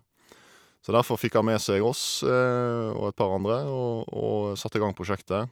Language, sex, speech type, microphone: Norwegian, male, spontaneous, Shure